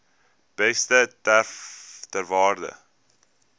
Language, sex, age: Afrikaans, male, 19